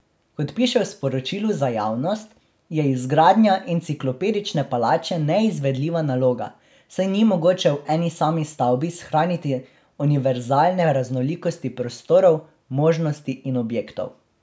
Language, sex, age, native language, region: Slovenian, male, 18-29, Slovenian, Drava region